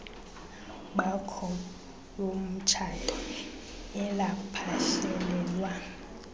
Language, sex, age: Xhosa, female, 24